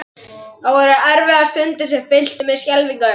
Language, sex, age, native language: Icelandic, male, 11, Icelandic